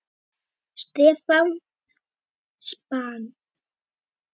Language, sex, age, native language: Icelandic, female, 9, Icelandic